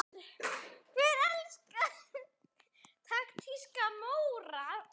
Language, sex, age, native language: Icelandic, female, 10, Icelandic